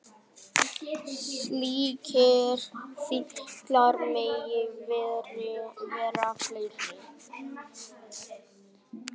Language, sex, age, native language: Icelandic, male, 10, Vietnamese